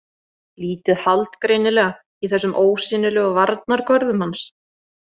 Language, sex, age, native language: Icelandic, female, 40-49, Icelandic